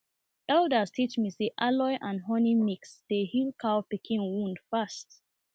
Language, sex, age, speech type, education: Nigerian Pidgin, female, 30-45, spontaneous, tertiary